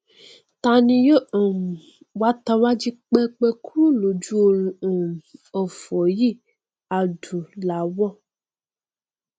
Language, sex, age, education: Yoruba, female, 15-29, tertiary